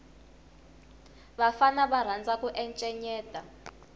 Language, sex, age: Tsonga, female, 21